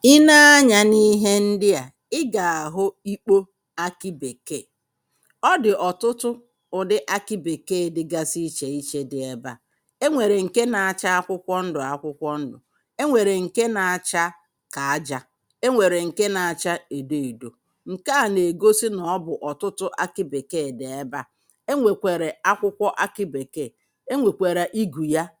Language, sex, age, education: Igbo, female, 30-45, primary